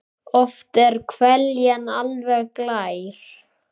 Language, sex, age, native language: Icelandic, male, 10, Icelandic